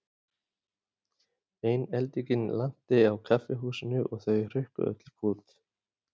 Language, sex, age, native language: Icelandic, male, 40-49, Icelandic